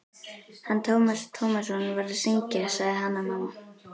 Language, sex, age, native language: Icelandic, other, 11, Icelandic